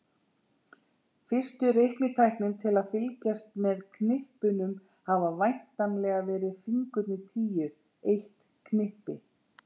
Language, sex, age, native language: Icelandic, female, 40-49, Icelandic